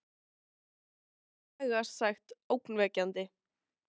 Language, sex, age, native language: Icelandic, female, 13, Icelandic